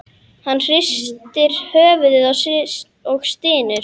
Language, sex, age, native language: Icelandic, male, 10, Icelandic